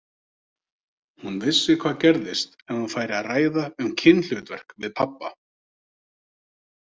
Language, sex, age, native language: Icelandic, male, 30-39, Icelandic